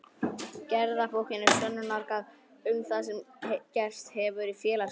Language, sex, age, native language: Icelandic, male, 11, Icelandic